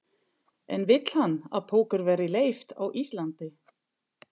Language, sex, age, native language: Icelandic, female, 50-59, German